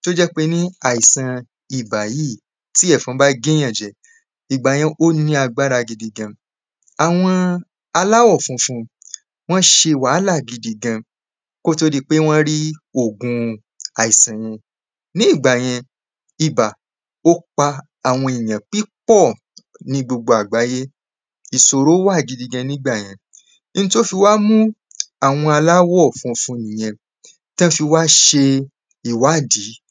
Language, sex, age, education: Yoruba, male, 15-29, tertiary